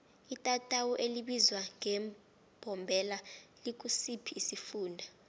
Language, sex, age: South Ndebele, female, 19